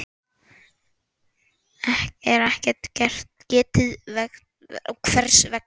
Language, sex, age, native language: Icelandic, male, 10, Icelandic